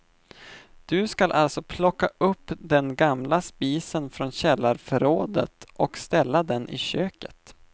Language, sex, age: Swedish, male, 25